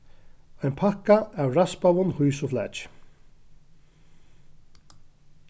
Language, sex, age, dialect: Faroese, male, 36-60, Norðuroyggjar